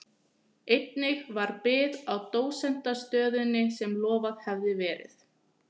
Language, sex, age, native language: Icelandic, female, 20-29, Icelandic